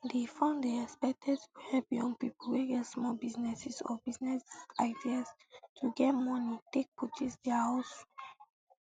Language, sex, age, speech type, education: Nigerian Pidgin, female, 15-29, spontaneous, secondary